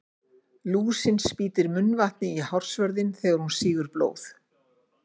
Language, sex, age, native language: Icelandic, female, 50-59, Icelandic